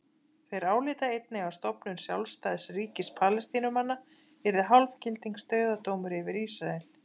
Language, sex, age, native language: Icelandic, female, 30-39, Icelandic